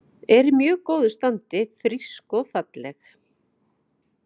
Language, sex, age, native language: Icelandic, female, 40-49, Icelandic